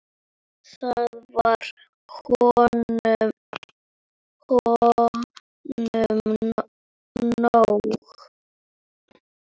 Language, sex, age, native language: Icelandic, female, 9, Icelandic